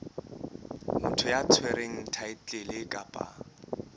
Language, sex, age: Southern Sotho, male, 23